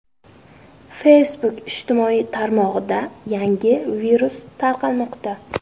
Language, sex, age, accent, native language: Uzbek, female, 12-17, Qashqadaryo, Uzbek